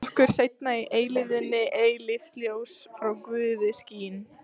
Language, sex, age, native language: Icelandic, female, 14, Icelandic